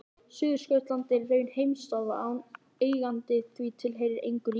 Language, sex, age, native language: Icelandic, male, 20-29, Icelandic